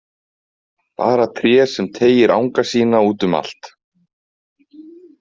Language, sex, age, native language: Icelandic, male, 30-39, Icelandic